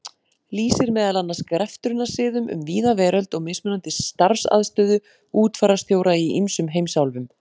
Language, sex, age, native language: Icelandic, female, 40-49, Icelandic